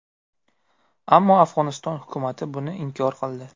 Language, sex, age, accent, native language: Uzbek, male, 18-24, Buxoro, Uzbek